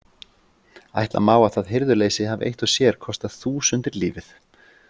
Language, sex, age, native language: Icelandic, male, 40-49, Icelandic